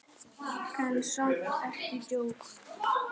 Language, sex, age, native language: Icelandic, male, 10, Icelandic